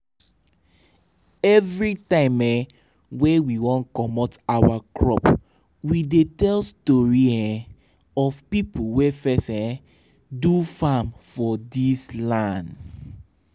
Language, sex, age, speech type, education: Nigerian Pidgin, male, 15-29, spontaneous, tertiary